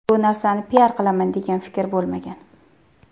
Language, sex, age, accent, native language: Uzbek, female, 19-29, Qashqadaryo, Uzbek